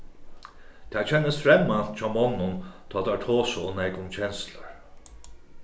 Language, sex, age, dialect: Faroese, male, 36-60, Suðurstreymoy